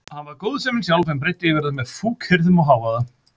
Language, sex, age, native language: Icelandic, male, 50-59, Icelandic